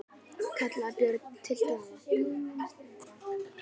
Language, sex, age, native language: Icelandic, female, 10, Icelandic